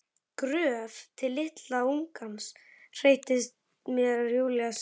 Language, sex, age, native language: Icelandic, male, 11, Icelandic